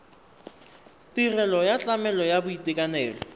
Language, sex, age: Tswana, male, 23